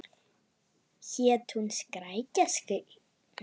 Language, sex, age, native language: Icelandic, female, 9, Icelandic